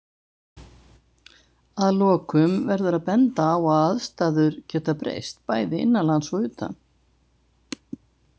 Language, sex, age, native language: Icelandic, female, 70-79, Icelandic